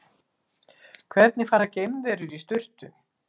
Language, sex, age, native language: Icelandic, female, 60-69, Icelandic